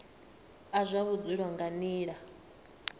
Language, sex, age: Venda, female, 39